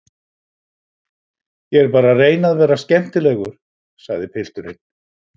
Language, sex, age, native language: Icelandic, male, 60-69, Icelandic